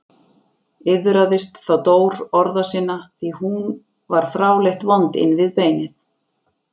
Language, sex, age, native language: Icelandic, female, 40-49, Icelandic